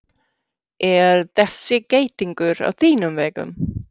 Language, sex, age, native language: Icelandic, female, 60-69, Swedish